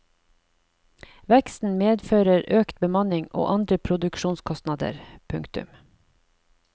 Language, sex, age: Norwegian, female, 49